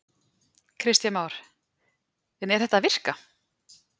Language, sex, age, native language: Icelandic, female, 30-39, Icelandic